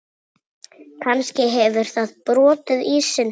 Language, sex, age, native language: Icelandic, female, 7, Icelandic